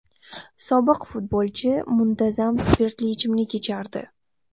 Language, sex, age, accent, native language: Uzbek, female, 12-17, Toshkent viloyati, Uzbek